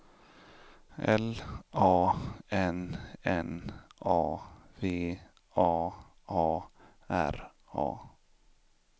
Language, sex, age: Swedish, male, 25